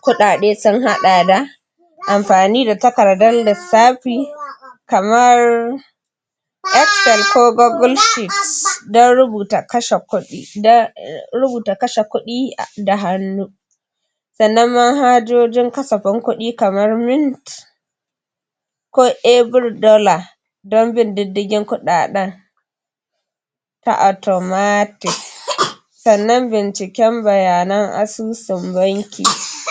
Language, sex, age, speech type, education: Hausa, female, 46-60, spontaneous, tertiary